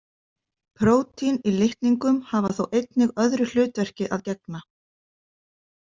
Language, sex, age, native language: Icelandic, female, 50-59, Icelandic